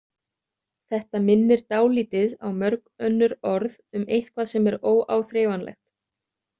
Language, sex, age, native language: Icelandic, other, 30-39, Icelandic